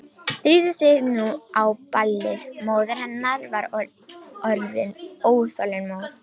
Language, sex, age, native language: Icelandic, female, 18-19, Romanian